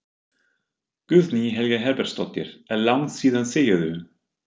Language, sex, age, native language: Icelandic, male, 50-59, German